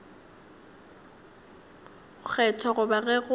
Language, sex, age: Northern Sotho, female, 19